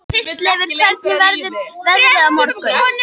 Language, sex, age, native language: Icelandic, female, 18-19, Icelandic